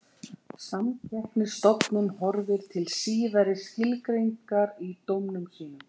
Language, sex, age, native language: Icelandic, female, 40-49, Icelandic